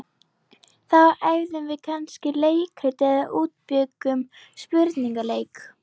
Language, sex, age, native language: Icelandic, female, 11, Icelandic